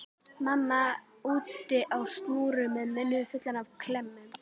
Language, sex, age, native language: Icelandic, female, 11, Icelandic